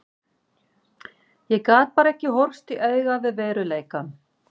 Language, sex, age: Icelandic, female, 40-49